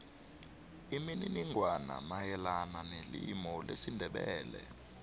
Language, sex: South Ndebele, male